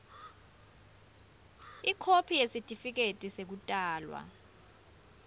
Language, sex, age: Swati, female, 24